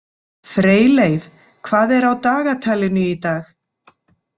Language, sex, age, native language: Icelandic, female, 50-59, Icelandic